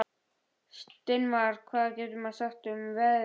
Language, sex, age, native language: Icelandic, male, 11, Icelandic